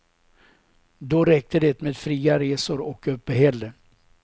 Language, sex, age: Swedish, male, 67